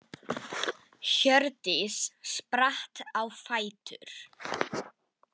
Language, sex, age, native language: Icelandic, female, 10, Icelandic